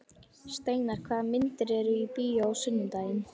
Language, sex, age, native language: Icelandic, female, 11, Icelandic